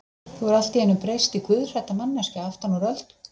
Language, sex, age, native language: Icelandic, female, 40-49, Icelandic